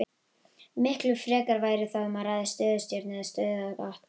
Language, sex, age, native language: Icelandic, female, 18-19, Icelandic